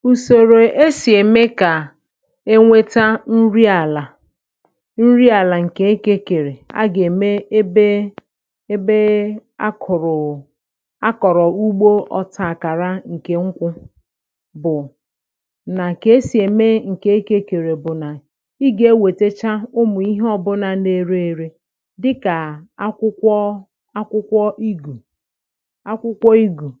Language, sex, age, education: Igbo, female, 46-60, tertiary